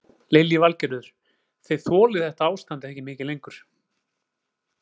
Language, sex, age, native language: Icelandic, male, 40-49, Icelandic